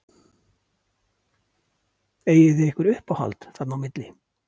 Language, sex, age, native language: Icelandic, male, 50-59, Icelandic